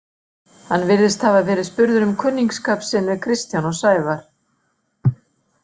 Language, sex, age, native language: Icelandic, female, 60-69, Icelandic